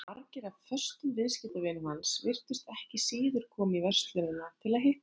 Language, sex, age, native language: Icelandic, female, 30-39, Icelandic